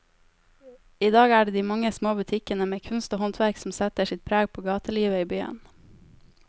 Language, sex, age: Norwegian, female, 18